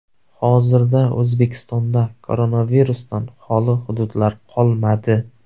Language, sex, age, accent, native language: Uzbek, male, 25-34, Samarqand, Uzbek